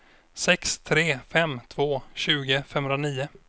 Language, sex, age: Swedish, male, 26